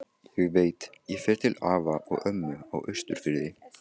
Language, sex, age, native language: Icelandic, male, 15, Icelandic